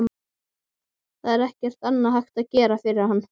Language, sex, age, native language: Icelandic, female, 12, Icelandic